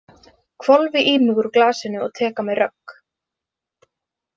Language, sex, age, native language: Icelandic, female, 20-29, Icelandic